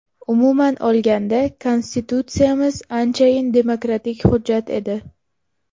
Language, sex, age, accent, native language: Uzbek, female, 18-24, Toshkent shahri, Uzbek